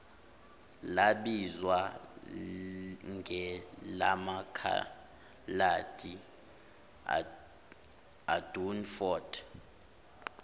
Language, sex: Zulu, male